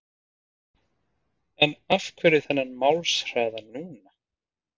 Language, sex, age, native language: Icelandic, male, 30-39, Icelandic